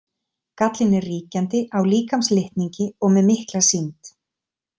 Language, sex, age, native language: Icelandic, female, 30-39, Icelandic